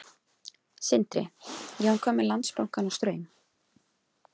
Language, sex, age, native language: Icelandic, female, 20-29, Icelandic